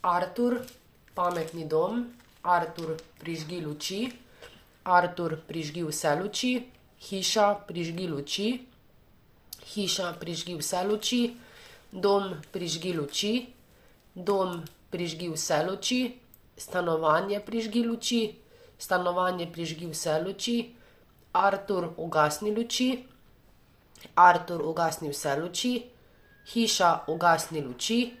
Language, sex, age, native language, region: Slovenian, female, 18-29, Slovenian, Savinja region